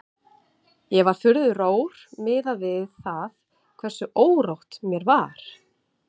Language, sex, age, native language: Icelandic, female, 30-39, Icelandic